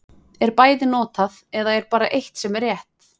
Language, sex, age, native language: Icelandic, female, 20-29, Icelandic